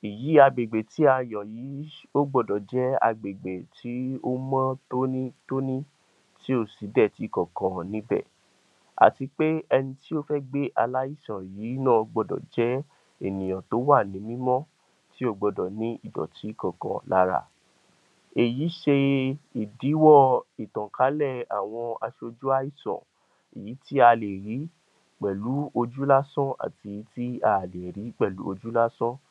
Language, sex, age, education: Yoruba, male, 46-60, tertiary